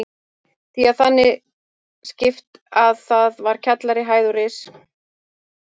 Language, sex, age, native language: Icelandic, female, 30-39, Icelandic